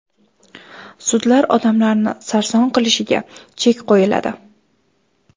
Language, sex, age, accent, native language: Uzbek, female, 18-24, Toshkent shahri, Uzbek